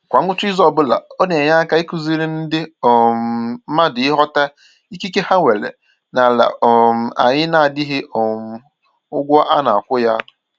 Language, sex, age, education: Igbo, male, 15-29, tertiary